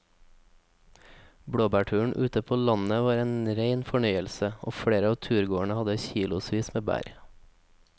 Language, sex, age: Norwegian, male, 24